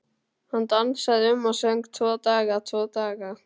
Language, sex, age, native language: Icelandic, male, 12, Icelandic